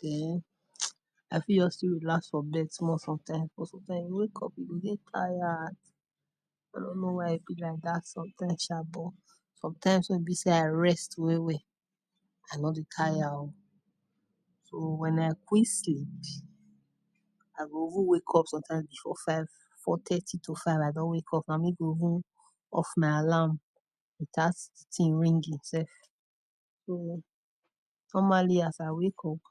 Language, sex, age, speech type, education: Nigerian Pidgin, female, 30-45, spontaneous, tertiary